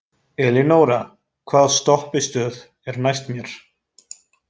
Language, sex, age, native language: Icelandic, male, 20-29, Icelandic